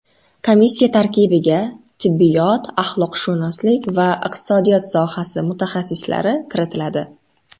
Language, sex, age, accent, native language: Uzbek, female, 12-17, Samarqand, Uzbek